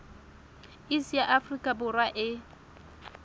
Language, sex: Southern Sotho, female